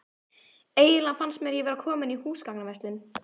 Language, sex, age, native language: Icelandic, female, 14, Icelandic